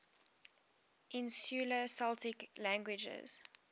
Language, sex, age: English, female, 18